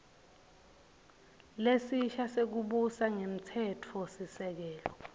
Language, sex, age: Swati, female, 21